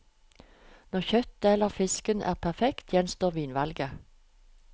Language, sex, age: Norwegian, female, 45